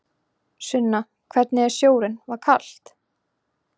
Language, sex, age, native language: Icelandic, female, 20-29, Icelandic